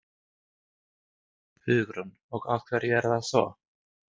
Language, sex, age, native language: Icelandic, male, 30-39, Swedish